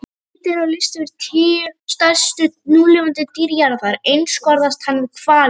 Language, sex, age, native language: Icelandic, female, 30-39, Icelandic